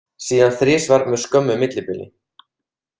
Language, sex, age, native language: Icelandic, male, 30-39, Icelandic